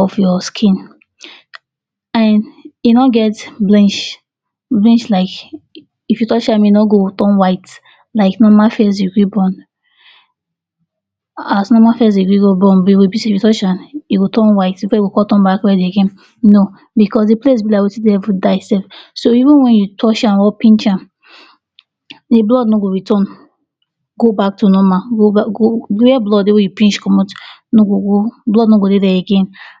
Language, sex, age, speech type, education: Nigerian Pidgin, female, 46-60, spontaneous, tertiary